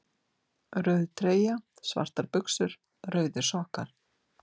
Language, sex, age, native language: Icelandic, female, 60-69, Icelandic